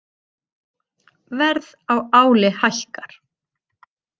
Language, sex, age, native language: Icelandic, female, 50-59, Icelandic